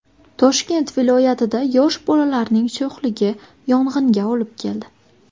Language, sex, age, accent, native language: Uzbek, female, 19-29, Buxoro, Uzbek